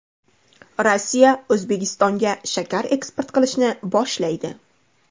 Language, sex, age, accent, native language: Uzbek, female, 25-34, Andijon, Uzbek